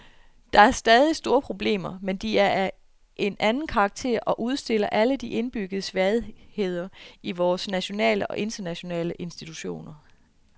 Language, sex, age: Danish, female, 33